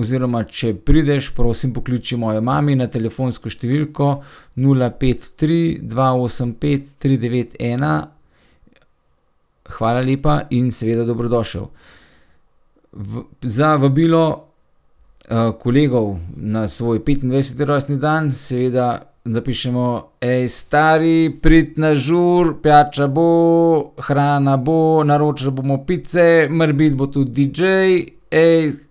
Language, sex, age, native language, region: Slovenian, male, 30-49, Slovenian, Gorenjska region